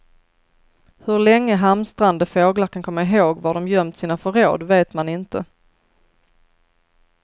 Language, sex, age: Swedish, female, 33